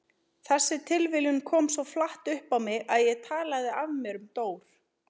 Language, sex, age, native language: Icelandic, female, 30-39, Icelandic